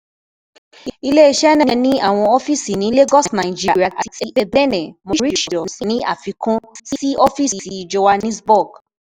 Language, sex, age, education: Yoruba, female, 15-29, tertiary